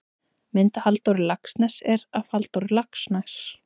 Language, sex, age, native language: Icelandic, female, 20-29, Icelandic